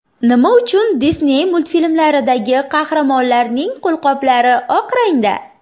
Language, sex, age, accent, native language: Uzbek, female, 18-24, Surxondaryo, Uzbek